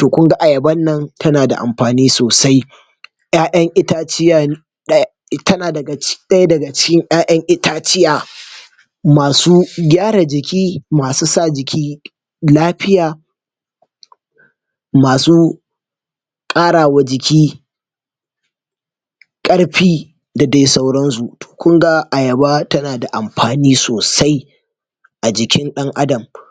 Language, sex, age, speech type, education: Hausa, male, 46-60, spontaneous, tertiary